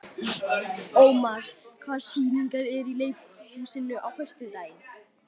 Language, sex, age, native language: Icelandic, male, 12, Icelandic